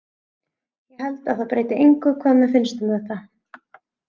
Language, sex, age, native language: Icelandic, female, 30-39, Icelandic